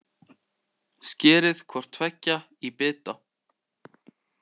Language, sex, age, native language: Icelandic, male, 18-19, Icelandic